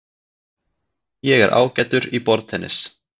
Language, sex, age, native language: Icelandic, male, 30-39, Icelandic